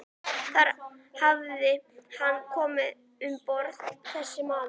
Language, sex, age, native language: Icelandic, female, 11, Icelandic